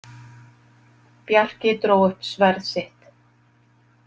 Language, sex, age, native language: Icelandic, female, 50-59, Icelandic